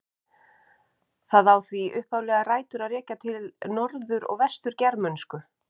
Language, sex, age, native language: Icelandic, female, 50-59, Icelandic